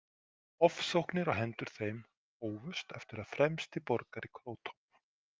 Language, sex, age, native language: Icelandic, male, 40-49, Icelandic